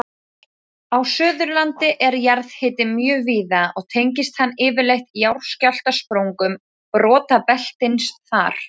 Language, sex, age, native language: Icelandic, female, 18-19, Icelandic